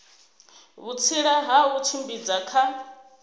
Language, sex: Venda, female